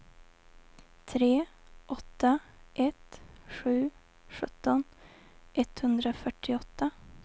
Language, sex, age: Swedish, female, 20